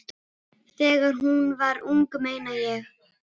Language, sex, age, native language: Icelandic, female, 12, Icelandic